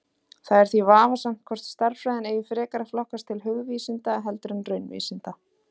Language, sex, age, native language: Icelandic, female, 30-39, Icelandic